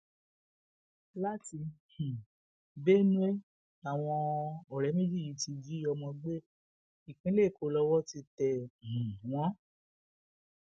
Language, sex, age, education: Yoruba, female, 46-60, tertiary